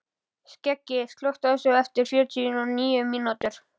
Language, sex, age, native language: Icelandic, male, 11, Icelandic